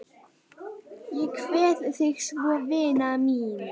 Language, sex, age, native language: Icelandic, female, 11, Icelandic